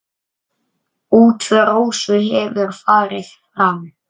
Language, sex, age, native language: Icelandic, male, 9, Icelandic